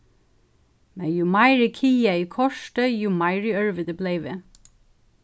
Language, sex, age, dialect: Faroese, female, 36-60, Suðurstreymoy